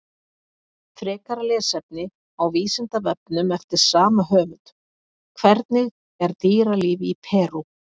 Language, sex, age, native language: Icelandic, female, 50-59, Icelandic